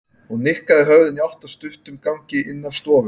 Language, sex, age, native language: Icelandic, male, 30-39, Icelandic